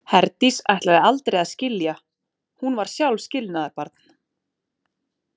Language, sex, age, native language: Icelandic, female, 30-39, Icelandic